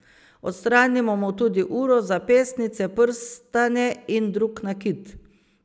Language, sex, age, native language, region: Slovenian, female, 50-59, Slovenian, Savinja region